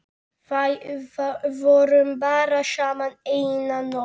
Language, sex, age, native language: Icelandic, male, 7, Icelandic